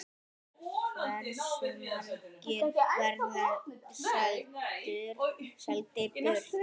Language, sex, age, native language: Icelandic, male, 10, Icelandic